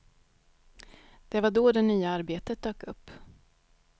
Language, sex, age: Swedish, female, 31